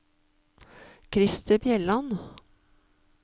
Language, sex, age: Norwegian, female, 52